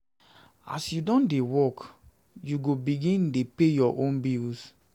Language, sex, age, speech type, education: Nigerian Pidgin, male, 30-45, spontaneous, secondary